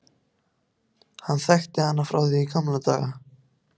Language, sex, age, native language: Icelandic, other, 14, Icelandic